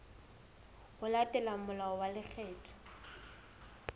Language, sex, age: Southern Sotho, female, 19